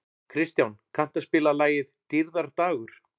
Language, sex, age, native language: Icelandic, male, 40-49, Icelandic